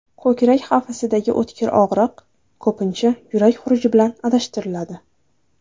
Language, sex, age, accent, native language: Uzbek, female, 19-29, Navoiy, Uzbek